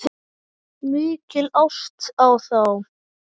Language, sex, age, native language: Icelandic, male, 9, Icelandic